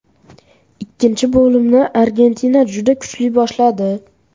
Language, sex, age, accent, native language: Uzbek, male, 12-17, Farg'ona, Uzbek